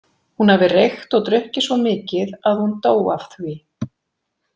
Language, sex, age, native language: Icelandic, female, 40-49, Icelandic